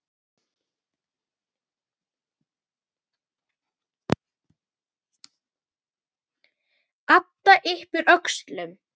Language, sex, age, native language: Icelandic, female, 9, Icelandic